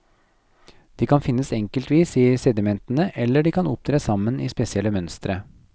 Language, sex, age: Norwegian, male, 40